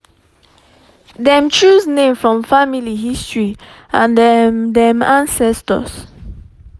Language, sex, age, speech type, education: Nigerian Pidgin, female, 15-29, spontaneous, tertiary